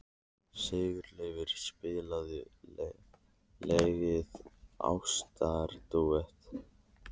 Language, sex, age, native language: Icelandic, male, 30-39, Icelandic